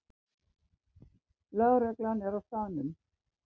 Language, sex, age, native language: Icelandic, female, 60-69, Icelandic